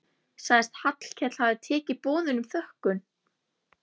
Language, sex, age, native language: Icelandic, female, 11, Icelandic